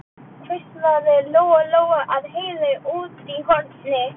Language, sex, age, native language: Icelandic, female, 12, Icelandic